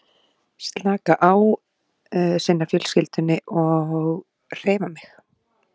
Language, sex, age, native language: Icelandic, female, 40-49, Icelandic